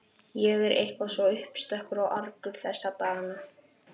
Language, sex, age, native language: Icelandic, male, 12, Icelandic